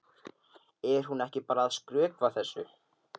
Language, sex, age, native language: Icelandic, male, 13, Icelandic